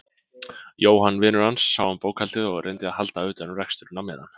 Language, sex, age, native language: Icelandic, male, 20-29, Icelandic